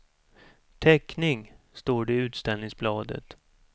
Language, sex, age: Swedish, male, 47